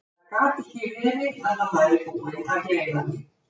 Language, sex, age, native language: Icelandic, female, 70-79, Icelandic